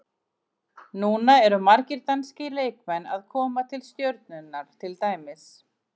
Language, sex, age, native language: Icelandic, female, 40-49, Icelandic